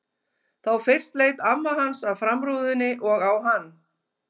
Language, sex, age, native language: Icelandic, female, 50-59, Icelandic